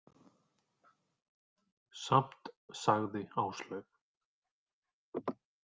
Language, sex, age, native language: Icelandic, male, 40-49, Icelandic